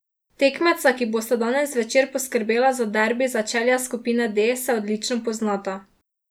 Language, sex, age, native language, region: Slovenian, female, 18-29, Slovenian, Drava region